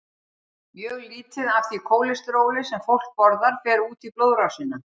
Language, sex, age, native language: Icelandic, female, 60-69, Icelandic